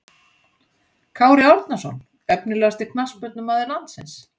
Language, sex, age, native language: Icelandic, female, 60-69, Icelandic